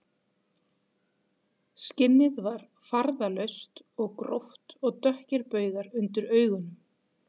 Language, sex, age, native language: Icelandic, female, 40-49, Icelandic